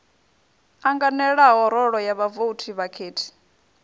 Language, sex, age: Venda, female, 21